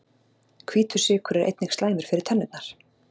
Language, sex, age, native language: Icelandic, female, 40-49, Icelandic